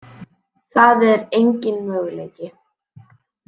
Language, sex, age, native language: Icelandic, female, 18-19, Icelandic